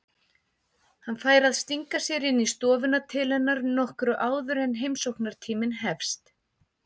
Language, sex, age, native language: Icelandic, female, 50-59, Icelandic